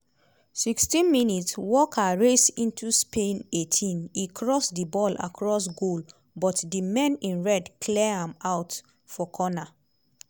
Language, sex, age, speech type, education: Nigerian Pidgin, female, 30-45, spontaneous, tertiary